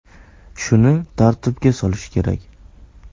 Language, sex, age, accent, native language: Uzbek, male, 18-24, Navoiy, Uzbek